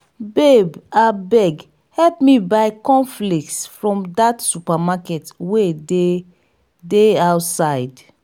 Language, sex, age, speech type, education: Nigerian Pidgin, female, 30-45, spontaneous, tertiary